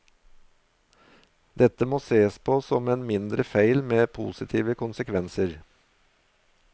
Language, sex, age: Norwegian, male, 53